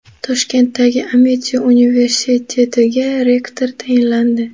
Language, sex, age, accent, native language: Uzbek, female, under 19, Qashqadaryo, Uzbek